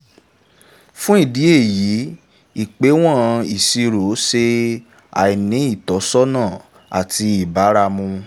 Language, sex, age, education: Yoruba, male, 15-29, tertiary